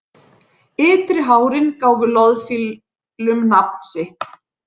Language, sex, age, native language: Icelandic, female, 40-49, Icelandic